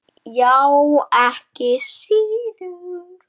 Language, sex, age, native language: Icelandic, male, 9, Icelandic